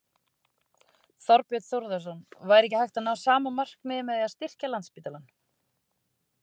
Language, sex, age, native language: Icelandic, female, 30-39, Icelandic